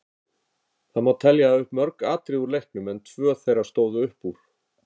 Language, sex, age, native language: Icelandic, male, 50-59, Icelandic